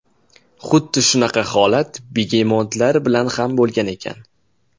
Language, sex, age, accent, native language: Uzbek, male, 19-29, Jizzax, Uzbek